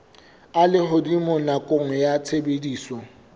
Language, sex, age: Southern Sotho, male, 24